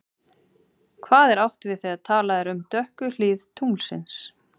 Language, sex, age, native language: Icelandic, male, 30-39, Icelandic